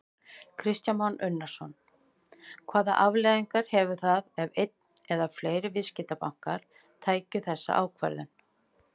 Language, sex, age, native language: Icelandic, female, 50-59, Icelandic